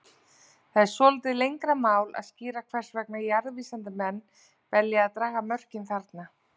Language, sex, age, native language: Icelandic, female, 40-49, Icelandic